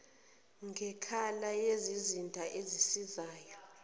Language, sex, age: Zulu, female, 29